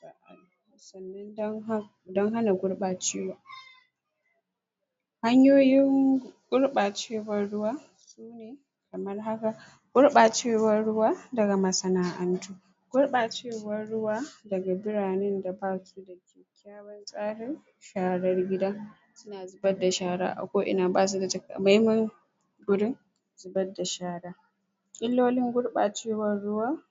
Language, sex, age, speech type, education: Hausa, female, 46-60, spontaneous, secondary